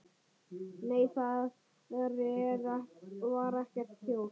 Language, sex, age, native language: Icelandic, male, 9, Icelandic